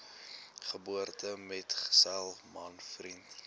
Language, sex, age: Afrikaans, male, 19